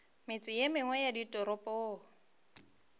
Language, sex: Northern Sotho, female